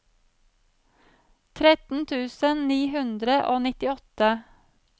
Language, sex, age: Norwegian, female, 35